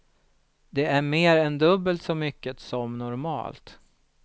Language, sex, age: Swedish, male, 36